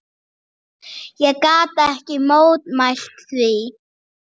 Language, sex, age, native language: Icelandic, female, 8, Icelandic